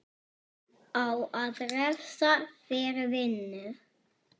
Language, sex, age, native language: Icelandic, male, 6, Icelandic